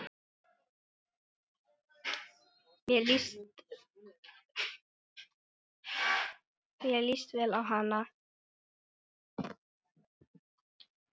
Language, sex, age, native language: Icelandic, male, 9, Icelandic